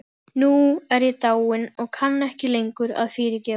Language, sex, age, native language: Icelandic, female, 12, Icelandic